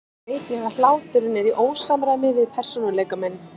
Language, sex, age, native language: Icelandic, female, 40-49, Icelandic